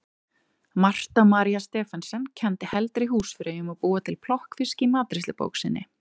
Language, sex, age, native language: Icelandic, female, 30-39, Icelandic